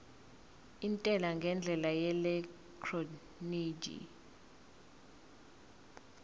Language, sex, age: Zulu, female, 24